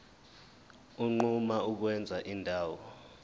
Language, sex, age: Zulu, male, 21